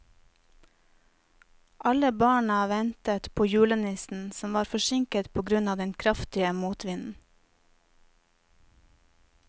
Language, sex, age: Norwegian, female, 30